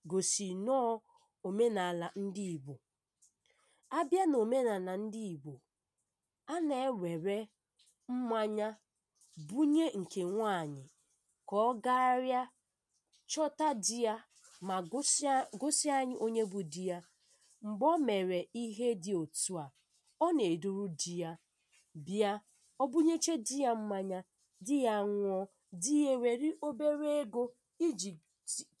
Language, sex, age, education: Igbo, female, 15-29, primary